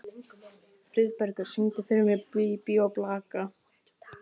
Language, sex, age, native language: Icelandic, male, 18-19, Icelandic